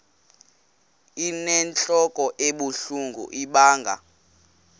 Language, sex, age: Xhosa, male, 18